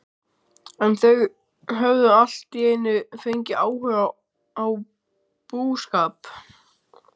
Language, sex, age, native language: Icelandic, male, 12, Icelandic